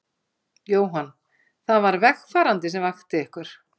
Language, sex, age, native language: Icelandic, female, 50-59, Icelandic